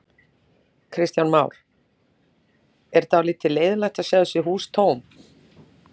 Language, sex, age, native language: Icelandic, female, 40-49, Icelandic